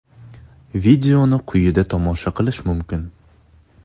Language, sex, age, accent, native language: Uzbek, male, 19-29, Toshkent shahri, Uzbek